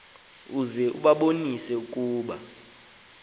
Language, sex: Xhosa, male